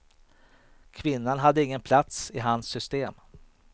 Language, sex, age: Swedish, male, 38